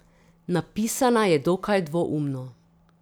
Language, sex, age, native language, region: Slovenian, female, 30-49, Slovenian, Drava region